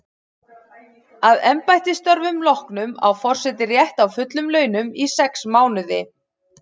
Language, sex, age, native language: Icelandic, female, 40-49, Icelandic